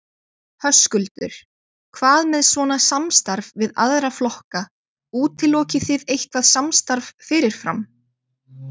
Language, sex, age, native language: Icelandic, female, 20-29, Icelandic